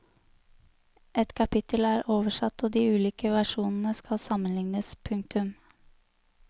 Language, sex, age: Norwegian, female, 23